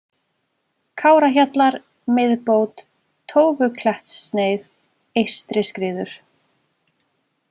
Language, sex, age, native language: Icelandic, female, 20-29, Icelandic